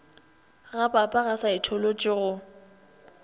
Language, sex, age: Northern Sotho, female, 21